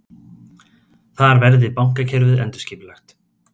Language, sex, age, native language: Icelandic, male, 30-39, Icelandic